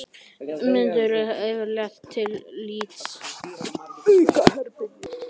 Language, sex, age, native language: Icelandic, male, 13, Icelandic